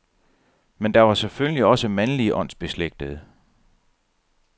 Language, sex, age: Danish, male, 37